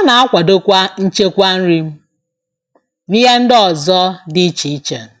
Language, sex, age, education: Igbo, female, 30-45, tertiary